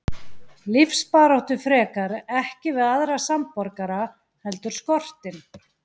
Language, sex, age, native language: Icelandic, female, 40-49, Icelandic